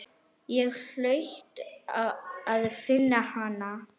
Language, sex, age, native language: Icelandic, female, 10, Arabic